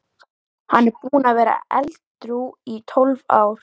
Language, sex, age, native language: Icelandic, female, 13, Icelandic